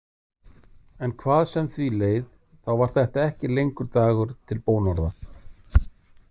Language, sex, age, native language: Icelandic, male, 50-59, Icelandic